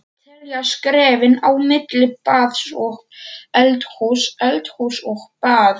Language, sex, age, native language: Icelandic, male, 40-49, Polish